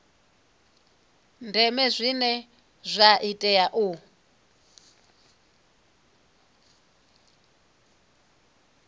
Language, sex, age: Venda, female, 24